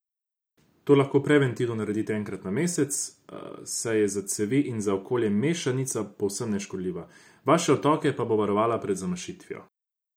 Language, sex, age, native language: Slovenian, male, 18-29, Croatian